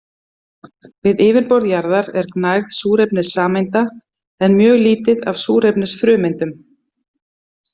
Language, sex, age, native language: Icelandic, female, 50-59, Icelandic